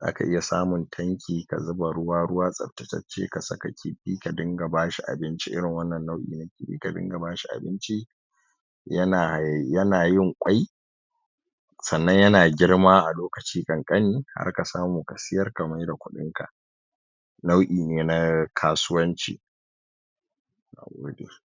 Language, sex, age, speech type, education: Hausa, male, 15-29, spontaneous, tertiary